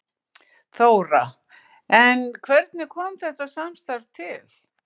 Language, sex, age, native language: Icelandic, female, 60-69, Icelandic